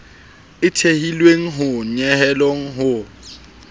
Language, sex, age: Southern Sotho, male, 25